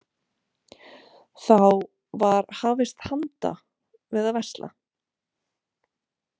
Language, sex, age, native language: Icelandic, female, 30-39, Romanian